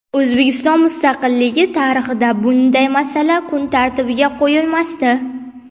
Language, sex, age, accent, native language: Uzbek, female, 18-24, Navoiy, Uzbek